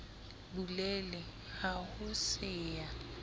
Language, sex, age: Southern Sotho, female, 25